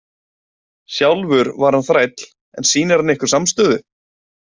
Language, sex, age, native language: Icelandic, male, 20-29, Icelandic